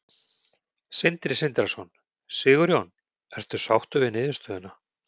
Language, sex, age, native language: Icelandic, male, 40-49, Icelandic